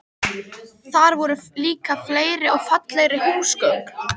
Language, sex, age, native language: Icelandic, female, 13, Icelandic